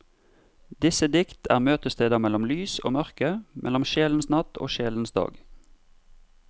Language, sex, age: Norwegian, male, 32